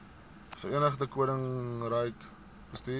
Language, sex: Afrikaans, male